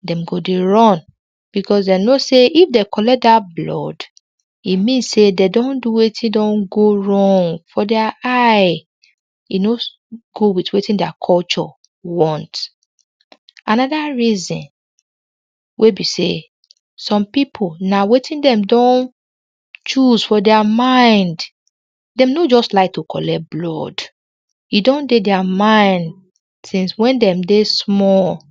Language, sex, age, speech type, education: Nigerian Pidgin, female, 30-45, spontaneous, secondary